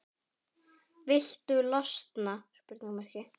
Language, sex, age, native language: Icelandic, female, 10, Icelandic